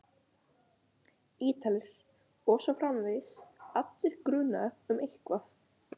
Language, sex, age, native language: Icelandic, male, 11, Icelandic